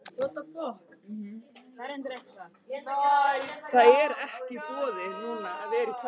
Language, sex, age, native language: Icelandic, male, 18-19, Icelandic